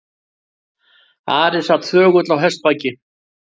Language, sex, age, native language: Icelandic, male, 60-69, Icelandic